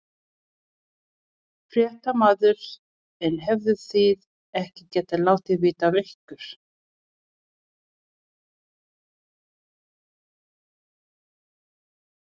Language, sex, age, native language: Icelandic, female, 40-49, Filipino